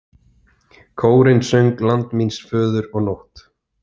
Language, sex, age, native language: Icelandic, male, 30-39, Icelandic